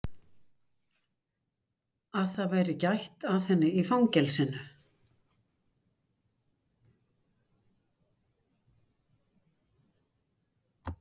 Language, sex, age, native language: Icelandic, female, 60-69, Icelandic